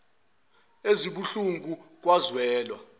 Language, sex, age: Zulu, male, 22